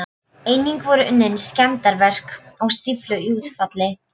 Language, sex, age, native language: Icelandic, female, 12, Polish